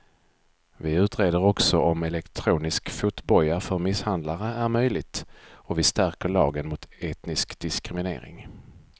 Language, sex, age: Swedish, male, 42